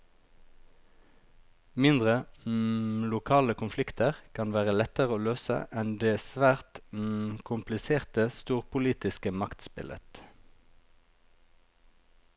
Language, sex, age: Norwegian, male, 36